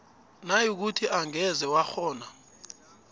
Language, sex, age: South Ndebele, male, 29